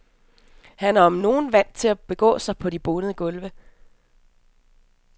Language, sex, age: Danish, female, 27